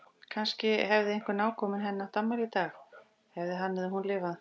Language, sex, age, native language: Icelandic, female, 40-49, Icelandic